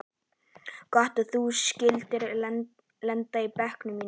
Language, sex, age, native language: Icelandic, male, 11, Icelandic